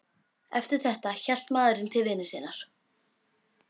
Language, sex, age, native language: Icelandic, female, 12, Icelandic